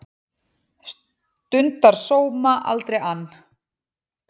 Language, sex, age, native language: Icelandic, female, 40-49, Icelandic